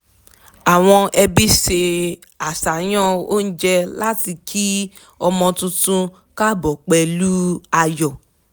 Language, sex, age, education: Yoruba, female, 15-29, tertiary